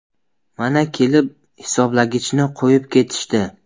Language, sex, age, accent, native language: Uzbek, male, 19-29, Buxoro, Uzbek